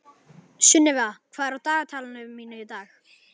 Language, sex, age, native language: Icelandic, male, 11, Icelandic